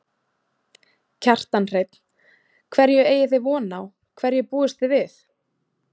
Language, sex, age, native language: Icelandic, female, 20-29, Icelandic